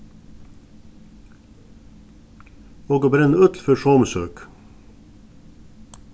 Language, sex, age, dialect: Faroese, male, 36-60, Suðuroy